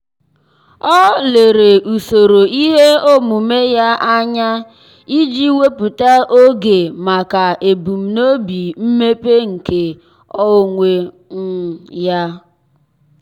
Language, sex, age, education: Igbo, male, 15-29, tertiary